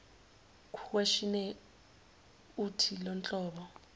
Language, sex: Zulu, female